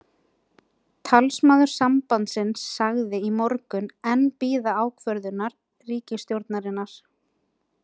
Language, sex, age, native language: Icelandic, female, 20-29, Icelandic